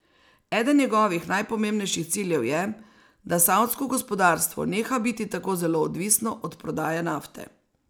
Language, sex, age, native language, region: Slovenian, female, 60+, Slovenian, Savinja region